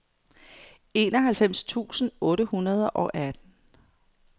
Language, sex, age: Danish, female, 55